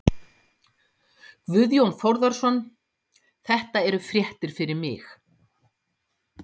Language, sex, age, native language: Icelandic, female, 50-59, Icelandic